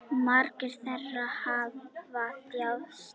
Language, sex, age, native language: Icelandic, female, 9, Icelandic